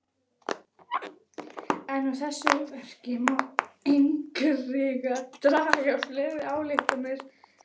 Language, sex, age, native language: Icelandic, female, 11, Icelandic